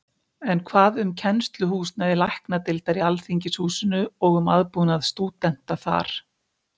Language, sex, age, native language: Icelandic, female, 50-59, Icelandic